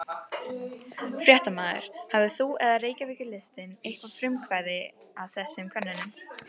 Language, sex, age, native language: Icelandic, female, 14, Icelandic